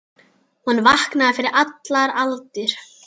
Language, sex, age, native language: Icelandic, female, 10, Icelandic